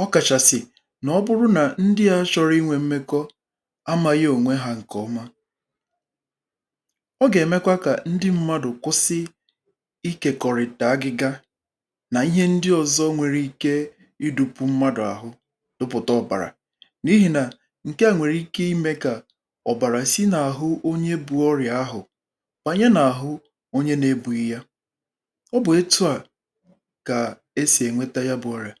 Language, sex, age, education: Igbo, male, 30-45, tertiary